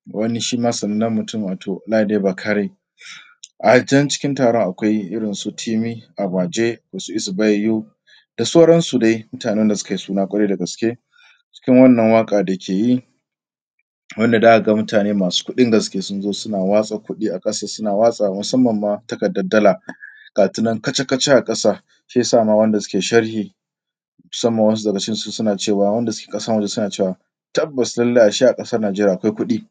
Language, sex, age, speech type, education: Hausa, male, 30-45, spontaneous, secondary